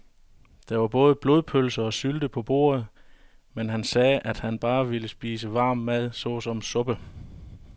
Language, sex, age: Danish, male, 41